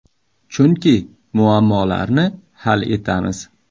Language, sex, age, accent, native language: Uzbek, male, 35+, Samarqand, Uzbek